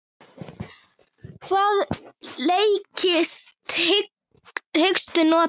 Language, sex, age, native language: Icelandic, female, 8, Icelandic